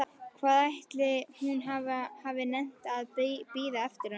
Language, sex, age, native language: Icelandic, female, 11, Icelandic